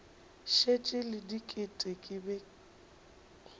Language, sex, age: Northern Sotho, female, 23